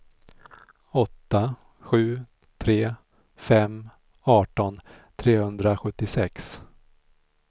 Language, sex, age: Swedish, male, 46